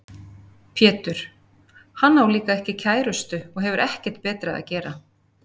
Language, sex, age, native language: Icelandic, female, 50-59, Icelandic